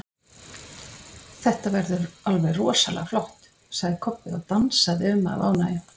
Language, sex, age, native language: Icelandic, female, 50-59, Icelandic